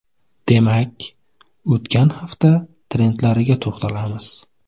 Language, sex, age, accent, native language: Uzbek, male, 25-34, Navoiy, Uzbek